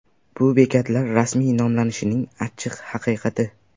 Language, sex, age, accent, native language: Uzbek, male, 18-24, Sirdaryo, Uzbek